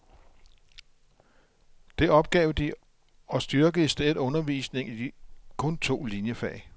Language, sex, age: Danish, male, 57